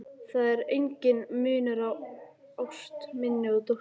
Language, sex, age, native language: Icelandic, male, 11, Icelandic